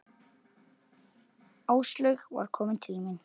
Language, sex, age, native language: Icelandic, male, 8, Icelandic